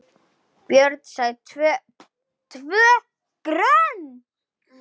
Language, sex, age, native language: Icelandic, female, 10, Icelandic